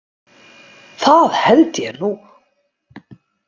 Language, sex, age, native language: Icelandic, female, 50-59, Icelandic